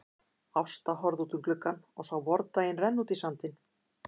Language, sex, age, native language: Icelandic, female, 50-59, Icelandic